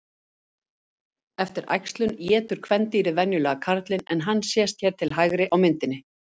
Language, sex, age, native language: Icelandic, female, 50-59, Icelandic